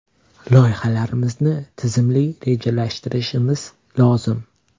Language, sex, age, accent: Uzbek, male, 18-24, Toshkent shahri